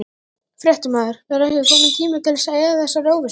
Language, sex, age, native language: Icelandic, male, 11, Icelandic